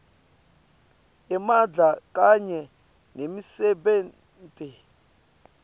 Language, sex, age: Swati, male, 22